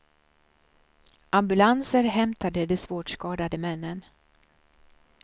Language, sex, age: Swedish, female, 63